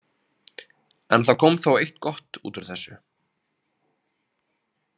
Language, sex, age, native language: Icelandic, male, 30-39, Icelandic